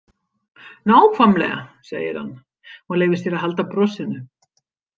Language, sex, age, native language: Icelandic, female, 50-59, Icelandic